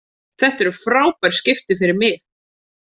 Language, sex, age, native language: Icelandic, female, 30-39, Icelandic